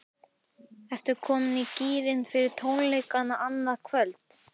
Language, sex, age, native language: Icelandic, male, 11, Icelandic